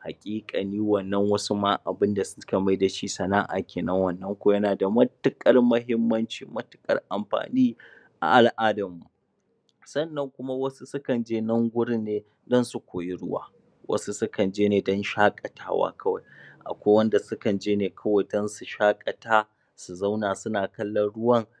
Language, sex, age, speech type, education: Hausa, male, 30-45, spontaneous, tertiary